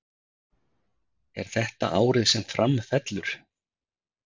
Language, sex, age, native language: Icelandic, male, 50-59, Icelandic